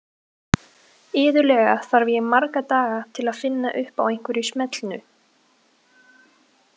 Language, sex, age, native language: Icelandic, female, 20-29, Icelandic